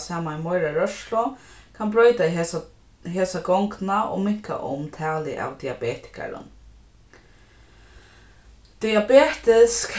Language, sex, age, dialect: Faroese, female, 15-35, Norðurstreymoy/Eysturoy